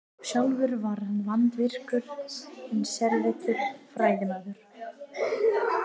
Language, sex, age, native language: Icelandic, female, 30-39, Icelandic